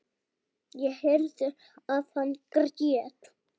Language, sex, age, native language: Icelandic, female, 8, Icelandic